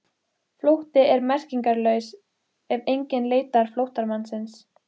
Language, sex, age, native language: Icelandic, female, 15, Icelandic